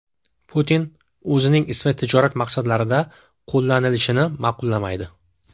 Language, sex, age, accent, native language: Uzbek, male, 25-34, Jizzax, Uzbek